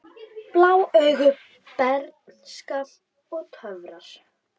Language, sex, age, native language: Icelandic, female, 10, Icelandic